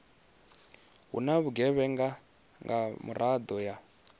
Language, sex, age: Venda, male, 19